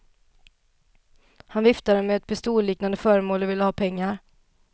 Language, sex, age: Swedish, female, 27